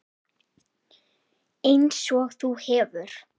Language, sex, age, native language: Icelandic, female, 10, Icelandic